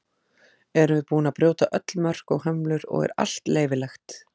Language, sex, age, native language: Icelandic, female, 40-49, Icelandic